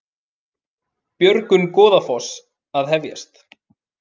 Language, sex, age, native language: Icelandic, male, 30-39, Icelandic